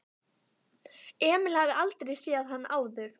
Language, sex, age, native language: Icelandic, female, 12, Icelandic